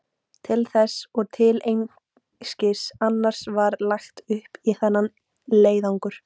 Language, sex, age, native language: Icelandic, female, 18-19, Icelandic